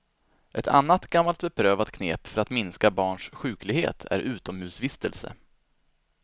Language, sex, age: Swedish, male, 25